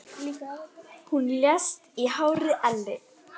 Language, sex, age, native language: Icelandic, female, 9, Icelandic